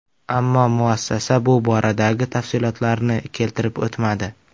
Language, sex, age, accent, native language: Uzbek, male, 25-34, Samarqand, Uzbek